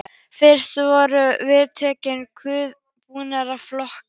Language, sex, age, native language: Icelandic, female, 13, Icelandic